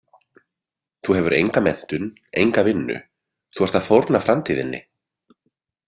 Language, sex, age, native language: Icelandic, male, 30-39, Icelandic